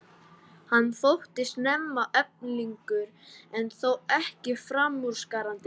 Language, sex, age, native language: Icelandic, male, 18-19, Icelandic